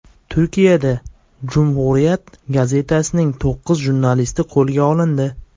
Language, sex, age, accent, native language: Uzbek, male, 18-24, Andijon, Uzbek